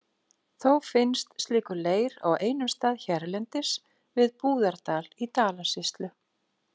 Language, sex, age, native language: Icelandic, female, 40-49, Icelandic